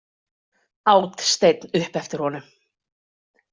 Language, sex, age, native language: Icelandic, female, 40-49, Icelandic